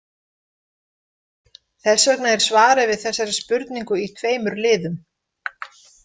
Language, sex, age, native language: Icelandic, female, 50-59, Icelandic